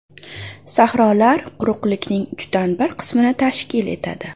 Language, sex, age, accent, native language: Uzbek, female, 25-34, Farg'ona, Uzbek